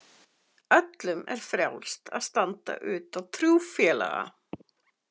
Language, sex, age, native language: Icelandic, female, 50-59, Icelandic